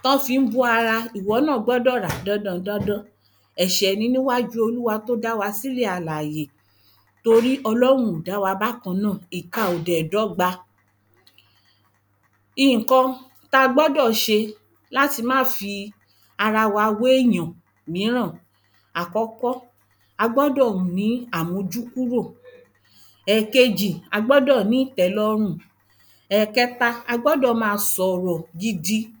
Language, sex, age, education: Yoruba, female, 30-45, primary